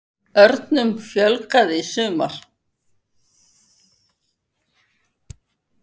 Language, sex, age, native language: Icelandic, female, 50-59, Icelandic